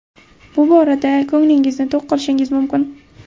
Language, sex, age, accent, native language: Uzbek, female, 18-24, Buxoro, Uzbek